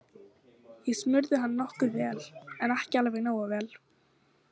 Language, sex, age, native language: Icelandic, female, 18-19, Icelandic